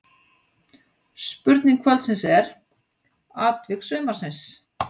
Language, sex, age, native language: Icelandic, female, 60-69, Icelandic